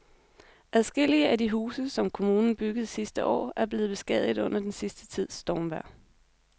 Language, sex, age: Danish, female, 26